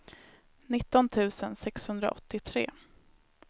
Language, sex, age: Swedish, female, 19